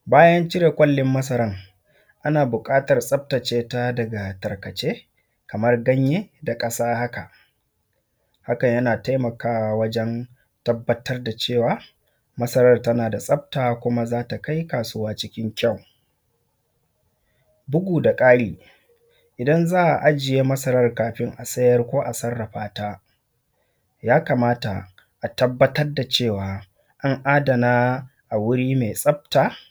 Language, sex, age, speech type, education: Hausa, male, 15-29, spontaneous, secondary